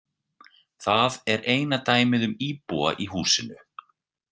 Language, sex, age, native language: Icelandic, male, 40-49, Icelandic